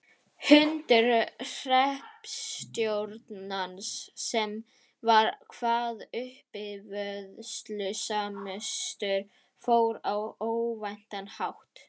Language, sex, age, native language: Icelandic, female, 12, Icelandic